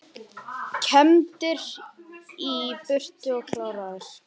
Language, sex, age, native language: Icelandic, male, 18-19, Icelandic